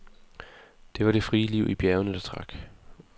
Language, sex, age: Danish, male, 20